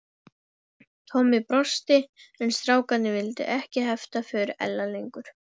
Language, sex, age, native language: Icelandic, female, 12, Icelandic